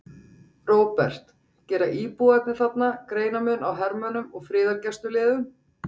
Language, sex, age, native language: Icelandic, female, 40-49, Icelandic